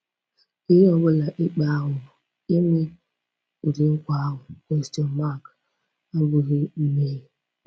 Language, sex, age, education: Igbo, female, 15-29, tertiary